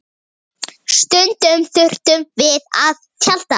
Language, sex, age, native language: Icelandic, male, 8, Icelandic